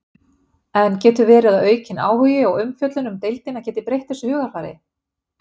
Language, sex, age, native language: Icelandic, female, 50-59, Icelandic